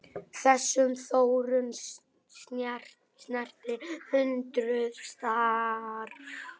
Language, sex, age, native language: Icelandic, male, 8, Icelandic